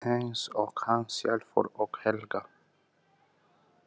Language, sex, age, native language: Icelandic, male, 18-19, Albanian